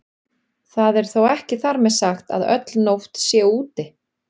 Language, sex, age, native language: Icelandic, female, 40-49, Icelandic